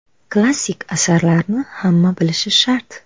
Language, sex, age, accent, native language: Uzbek, female, 19-29, Buxoro, Uzbek